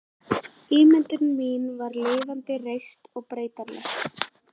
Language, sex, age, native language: Icelandic, female, 13, Icelandic